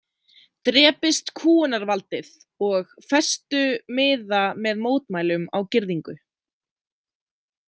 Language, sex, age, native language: Icelandic, female, 20-29, Icelandic